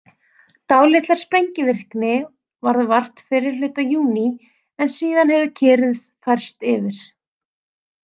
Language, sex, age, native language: Icelandic, female, 30-39, Icelandic